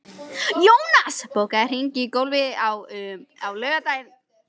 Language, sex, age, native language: Icelandic, female, 13, Icelandic